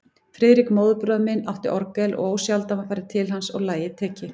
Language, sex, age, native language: Icelandic, female, 40-49, Icelandic